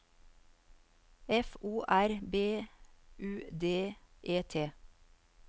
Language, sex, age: Norwegian, female, 54